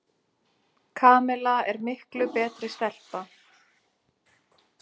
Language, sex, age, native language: Icelandic, female, 6, Icelandic